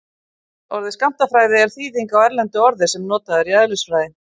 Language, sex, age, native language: Icelandic, female, 50-59, Icelandic